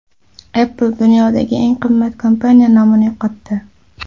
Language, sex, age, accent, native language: Uzbek, male, 25-34, Toshkent shahri, Uzbek